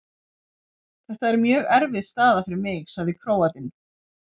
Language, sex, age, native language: Icelandic, female, 40-49, Icelandic